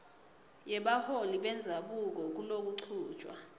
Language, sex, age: Swati, female, 22